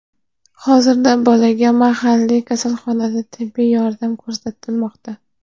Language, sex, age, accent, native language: Uzbek, female, 25-34, Toshkent viloyati, Kazakh